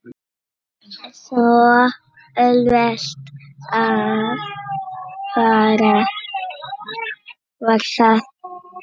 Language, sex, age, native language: Icelandic, female, 7, Icelandic